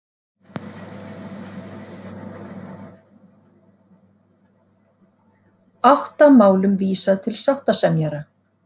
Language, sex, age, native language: Icelandic, female, 40-49, Icelandic